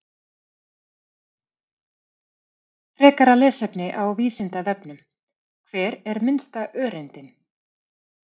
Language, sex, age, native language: Icelandic, female, 30-39, Icelandic